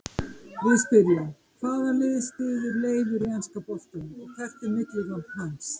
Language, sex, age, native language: Icelandic, female, 50-59, Icelandic